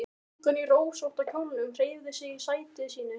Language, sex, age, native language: Icelandic, male, 12, Icelandic